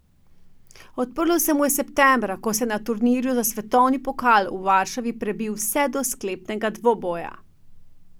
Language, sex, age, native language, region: Slovenian, female, 50-59, Slovenian, Drava region